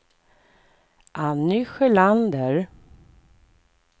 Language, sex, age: Swedish, female, 44